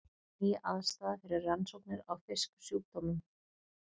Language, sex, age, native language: Icelandic, female, 40-49, Icelandic